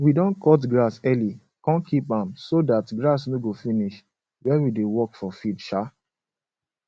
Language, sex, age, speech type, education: Nigerian Pidgin, male, 15-29, spontaneous, secondary